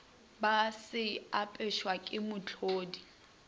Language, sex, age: Northern Sotho, female, 21